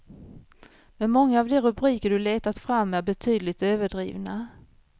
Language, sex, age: Swedish, female, 53